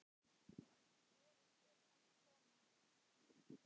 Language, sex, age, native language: Icelandic, male, 10, Icelandic